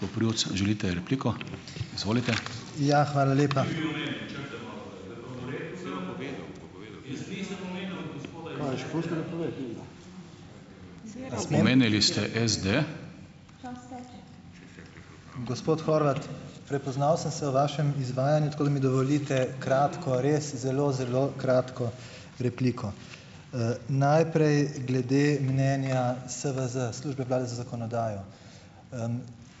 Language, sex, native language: Slovenian, male, Slovenian